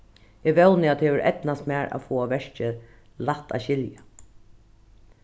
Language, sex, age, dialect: Faroese, female, 36-60, Norðuroyggjar